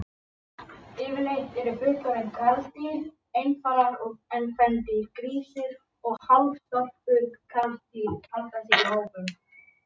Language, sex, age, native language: Icelandic, female, 50-59, Icelandic